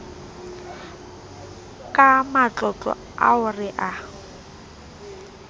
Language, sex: Southern Sotho, female